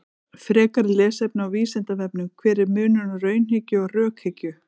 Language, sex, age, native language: Icelandic, female, 40-49, Icelandic